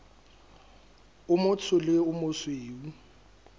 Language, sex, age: Southern Sotho, male, 23